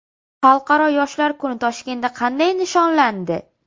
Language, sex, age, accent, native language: Uzbek, female, 18-24, Sirdaryo, Uzbek